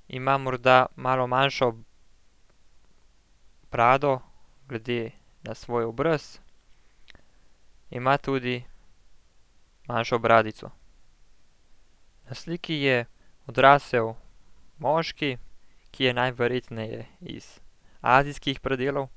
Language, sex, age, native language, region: Slovenian, male, 18-29, Slovenian, Central Slovenia